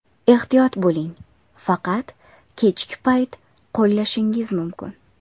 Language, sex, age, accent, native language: Uzbek, female, under 19, Andijon, Uzbek